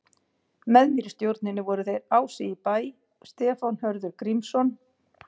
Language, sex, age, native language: Icelandic, female, 50-59, Icelandic